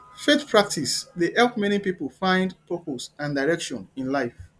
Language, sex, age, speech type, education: Nigerian Pidgin, male, 30-45, spontaneous, tertiary